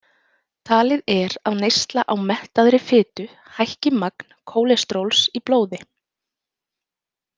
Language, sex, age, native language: Icelandic, female, 20-29, Icelandic